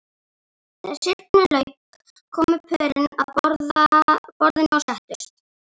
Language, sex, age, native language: Icelandic, female, 11, Icelandic